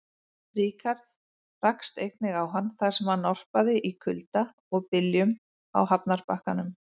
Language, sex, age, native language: Icelandic, female, 40-49, Icelandic